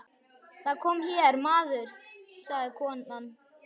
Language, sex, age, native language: Icelandic, male, 11, Icelandic